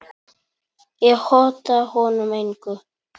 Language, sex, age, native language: Icelandic, male, 9, Polish